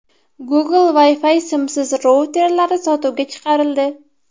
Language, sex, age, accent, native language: Uzbek, female, 12-17, Toshkent viloyati, Uzbek